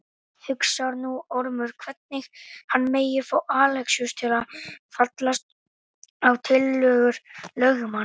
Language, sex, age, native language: Icelandic, male, 18-19, Icelandic